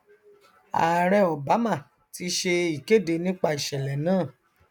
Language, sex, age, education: Yoruba, male, 30-45, tertiary